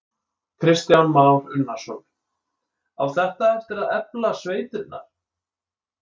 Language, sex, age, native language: Icelandic, male, 20-29, Icelandic